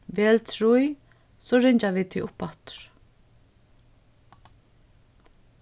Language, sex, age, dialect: Faroese, female, 36-60, Suðurstreymoy